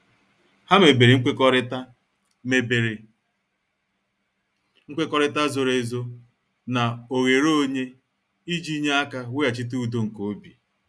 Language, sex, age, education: Igbo, male, 46-60, tertiary